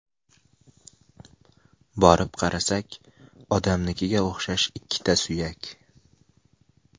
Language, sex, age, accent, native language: Uzbek, male, 18-24, Namangan, Uzbek